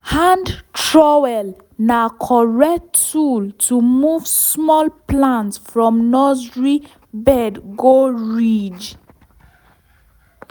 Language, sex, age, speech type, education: Nigerian Pidgin, female, 15-29, spontaneous, tertiary